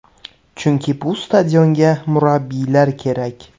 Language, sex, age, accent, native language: Uzbek, male, 18-24, Samarqand, Uzbek